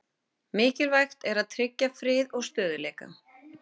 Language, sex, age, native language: Icelandic, female, 30-39, Icelandic